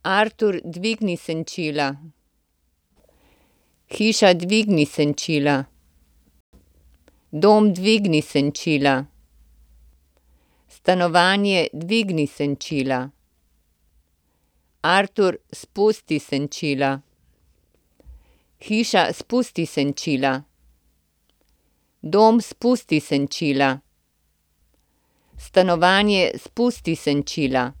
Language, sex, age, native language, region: Slovenian, female, 60+, Slovenian, Central Slovenia